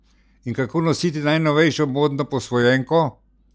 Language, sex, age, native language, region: Slovenian, male, 60+, Slovenian, Central Slovenia